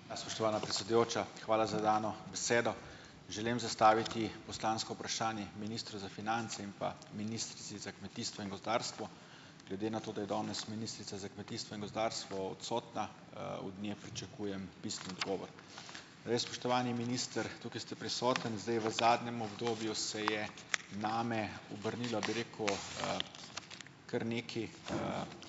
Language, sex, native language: Slovenian, male, Slovenian